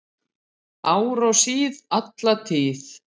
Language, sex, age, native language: Icelandic, female, 50-59, Icelandic